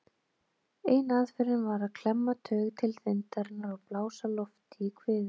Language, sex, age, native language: Icelandic, female, 30-39, Icelandic